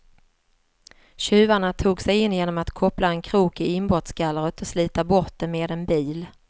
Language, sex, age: Swedish, female, 47